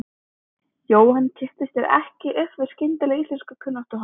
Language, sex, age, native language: Icelandic, female, 20-29, Icelandic